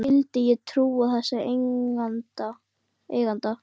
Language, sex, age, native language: Icelandic, female, 12, Icelandic